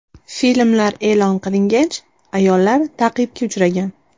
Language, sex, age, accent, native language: Uzbek, female, 18-24, Toshkent shahri, Uzbek